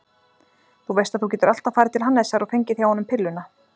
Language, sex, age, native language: Icelandic, female, 40-49, Icelandic